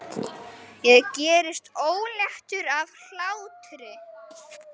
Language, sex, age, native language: Icelandic, male, 9, Icelandic